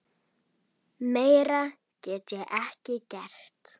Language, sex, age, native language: Icelandic, female, 8, Icelandic